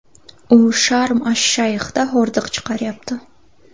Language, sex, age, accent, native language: Uzbek, female, 19-29, Buxoro, Uzbek